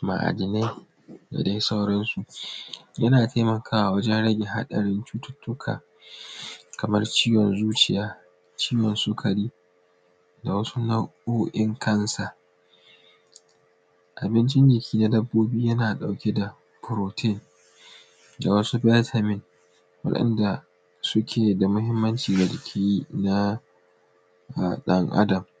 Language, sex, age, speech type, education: Hausa, male, 15-29, spontaneous, tertiary